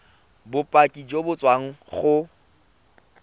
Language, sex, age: Tswana, male, 24